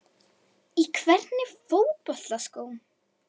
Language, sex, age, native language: Icelandic, female, 11, Icelandic